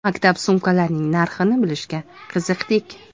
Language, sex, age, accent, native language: Uzbek, female, 25-34, Toshkent viloyati, Uzbek